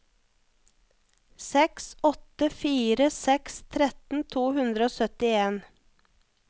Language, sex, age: Norwegian, female, 34